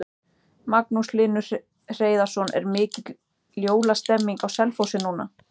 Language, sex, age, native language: Icelandic, male, 14, Icelandic